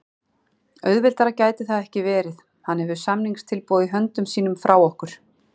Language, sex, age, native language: Icelandic, female, 40-49, Icelandic